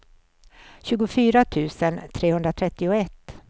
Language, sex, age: Swedish, female, 64